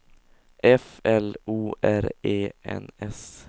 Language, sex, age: Swedish, male, 16